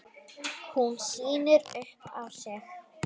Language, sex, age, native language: Icelandic, female, 9, Icelandic